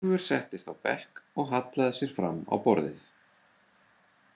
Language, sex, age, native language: Icelandic, male, 40-49, Icelandic